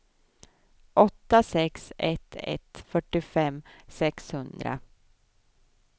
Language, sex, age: Swedish, female, 24